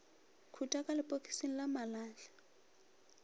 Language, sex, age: Northern Sotho, female, 23